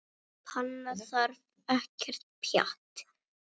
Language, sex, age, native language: Icelandic, female, 6, Icelandic